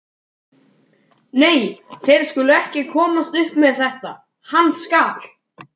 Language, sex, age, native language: Icelandic, male, 12, Icelandic